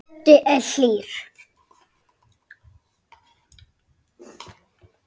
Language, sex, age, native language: Icelandic, male, 7, Icelandic